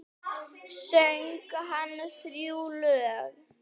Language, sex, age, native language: Icelandic, female, 9, Icelandic